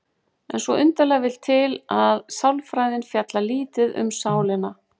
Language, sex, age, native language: Icelandic, female, 40-49, Icelandic